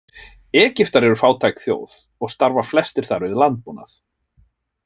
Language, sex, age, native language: Icelandic, male, 30-39, Icelandic